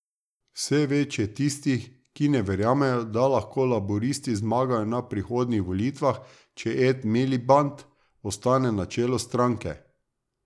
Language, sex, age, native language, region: Slovenian, male, 30-49, Slovenian, Drava region